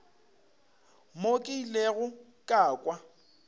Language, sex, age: Northern Sotho, male, 25